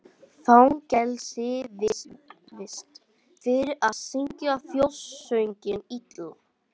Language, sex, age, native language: Icelandic, male, 18-19, Icelandic